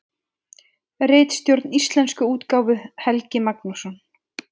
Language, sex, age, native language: Icelandic, female, 20-29, Icelandic